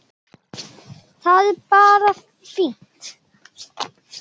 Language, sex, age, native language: Icelandic, female, 10, Icelandic